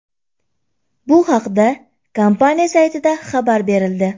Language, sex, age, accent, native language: Uzbek, female, 18-24, Andijon, Uzbek